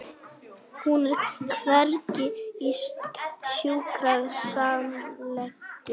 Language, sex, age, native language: Icelandic, female, 18-19, Icelandic